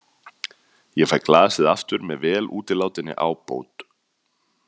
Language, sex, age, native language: Icelandic, male, 30-39, Icelandic